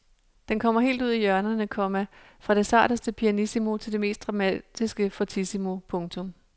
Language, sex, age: Danish, female, 37